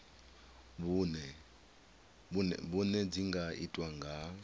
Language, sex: Venda, male